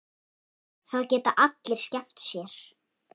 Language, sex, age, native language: Icelandic, female, 8, Icelandic